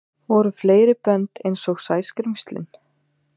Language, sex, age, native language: Icelandic, female, 30-39, Icelandic